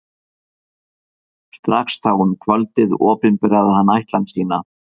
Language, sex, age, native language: Icelandic, male, 50-59, Icelandic